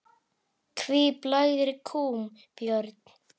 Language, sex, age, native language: Icelandic, female, 8, Icelandic